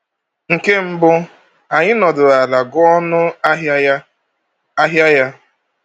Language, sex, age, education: Igbo, male, 30-45, tertiary